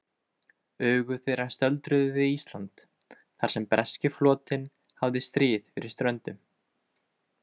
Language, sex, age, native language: Icelandic, male, 20-29, Icelandic